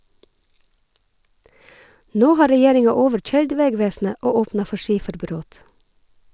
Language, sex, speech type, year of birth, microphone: Norwegian, female, read, 1969, Sennheiser